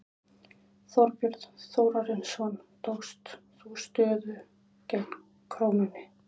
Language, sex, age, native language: Icelandic, female, 20-29, Icelandic